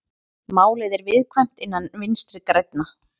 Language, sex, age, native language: Icelandic, female, 30-39, Icelandic